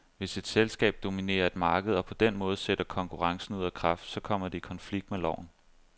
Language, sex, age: Danish, male, 25